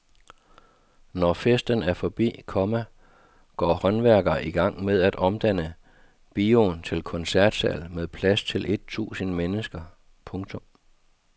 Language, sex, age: Danish, male, 52